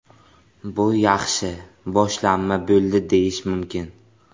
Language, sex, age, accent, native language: Uzbek, male, 18-24, Buxoro, Uzbek